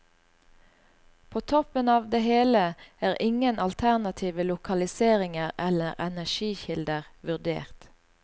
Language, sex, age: Norwegian, female, 38